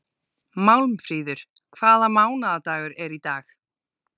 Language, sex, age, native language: Icelandic, female, 30-39, Icelandic